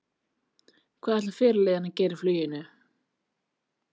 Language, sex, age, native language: Icelandic, female, 30-39, Icelandic